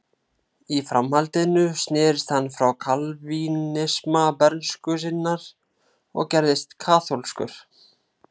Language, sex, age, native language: Icelandic, male, 30-39, Icelandic